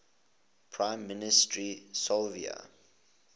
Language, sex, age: English, male, 20